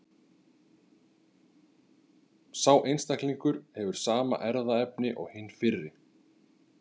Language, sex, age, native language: Icelandic, male, 30-39, Icelandic